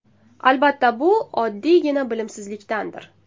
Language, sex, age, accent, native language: Uzbek, female, 19-29, Samarqand, Uzbek